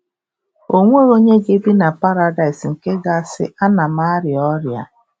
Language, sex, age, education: Igbo, female, 46-60, tertiary